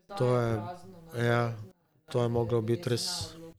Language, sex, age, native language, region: Slovenian, male, 30-49, Slovenian, Drava region